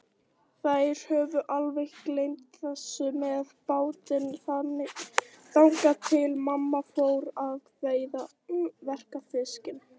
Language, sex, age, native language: Icelandic, other, 18-19, Icelandic